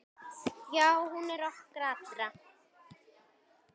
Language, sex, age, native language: Icelandic, female, 10, Icelandic